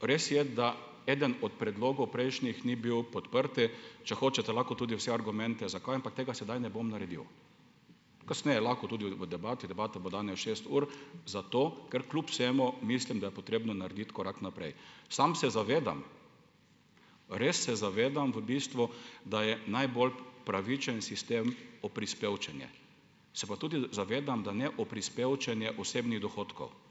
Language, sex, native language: Slovenian, male, Slovenian